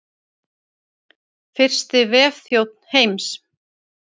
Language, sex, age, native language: Icelandic, female, 30-39, Icelandic